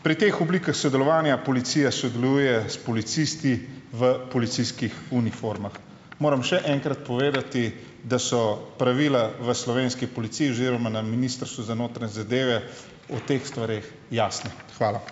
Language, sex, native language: Slovenian, male, Slovenian